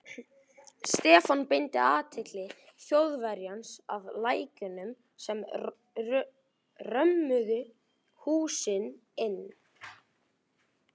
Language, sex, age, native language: Icelandic, male, 11, Icelandic